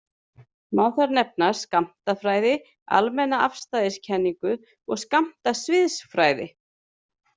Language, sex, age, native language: Icelandic, female, 30-39, Icelandic